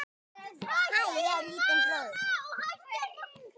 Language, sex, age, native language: Icelandic, male, 10, Icelandic